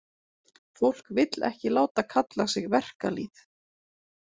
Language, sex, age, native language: Icelandic, female, 40-49, Icelandic